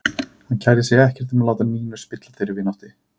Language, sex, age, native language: Icelandic, male, 30-39, Icelandic